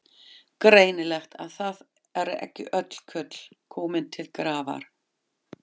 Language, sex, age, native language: Icelandic, female, 50-59, German